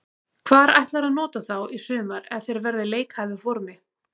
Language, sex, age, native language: Icelandic, female, 30-39, Icelandic